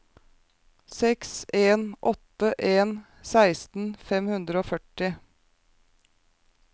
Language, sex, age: Norwegian, female, 36